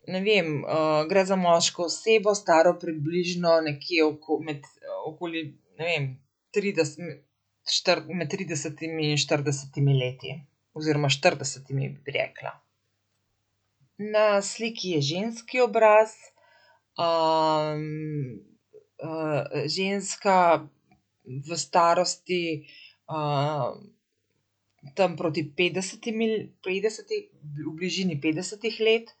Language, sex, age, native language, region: Slovenian, female, 50-59, Slovenian, Central Slovenia